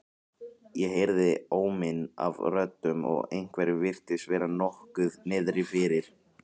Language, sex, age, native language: Icelandic, male, 18-19, Icelandic